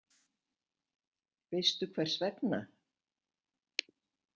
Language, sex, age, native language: Icelandic, female, 70-79, Icelandic